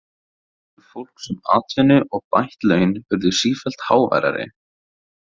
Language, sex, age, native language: Icelandic, male, 18-19, Icelandic